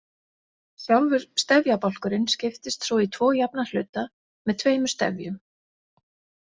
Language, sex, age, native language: Icelandic, female, 40-49, Icelandic